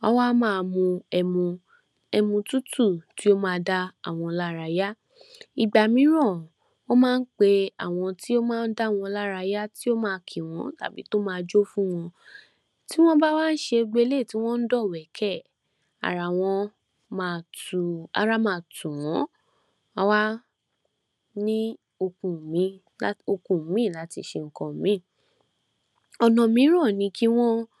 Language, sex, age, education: Yoruba, female, 46-60, tertiary